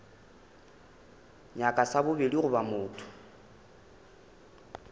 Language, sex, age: Northern Sotho, male, 21